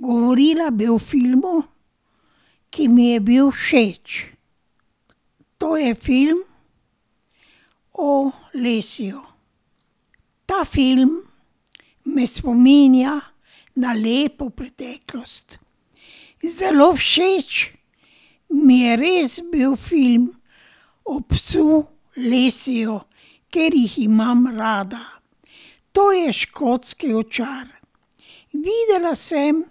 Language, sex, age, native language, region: Slovenian, female, 60+, Slovenian, Drava region